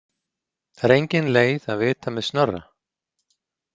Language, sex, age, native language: Icelandic, male, 40-49, Icelandic